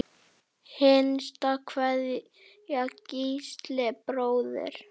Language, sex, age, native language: Icelandic, male, 8, Icelandic